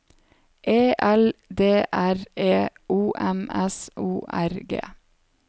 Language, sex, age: Norwegian, female, 27